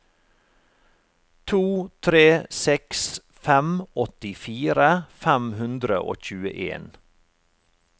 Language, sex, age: Norwegian, male, 45